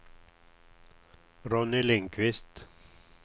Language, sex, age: Swedish, male, 61